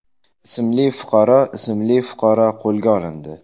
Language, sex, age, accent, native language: Uzbek, male, 18-24, Jizzax, Uzbek